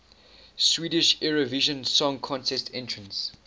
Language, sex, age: English, male, 19